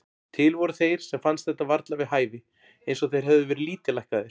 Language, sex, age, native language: Icelandic, male, 40-49, Icelandic